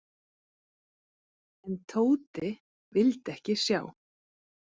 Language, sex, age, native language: Icelandic, female, 40-49, Icelandic